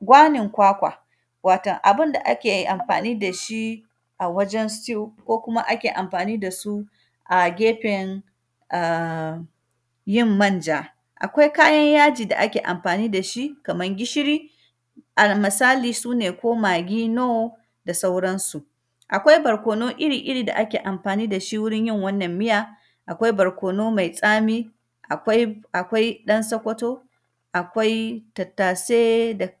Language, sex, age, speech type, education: Hausa, female, 30-45, spontaneous, tertiary